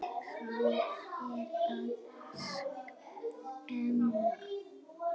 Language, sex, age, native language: Icelandic, female, 7, Icelandic